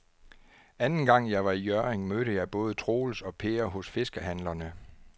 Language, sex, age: Danish, male, 49